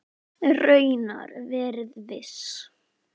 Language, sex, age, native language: Icelandic, female, 10, Icelandic